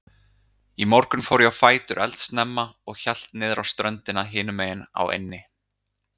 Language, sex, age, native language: Icelandic, male, 30-39, Icelandic